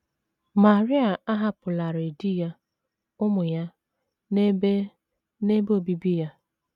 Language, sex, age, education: Igbo, female, 30-45, tertiary